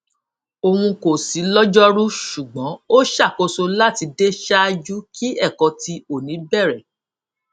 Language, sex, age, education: Yoruba, female, 46-60, tertiary